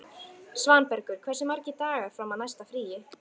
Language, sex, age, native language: Icelandic, female, 13, Icelandic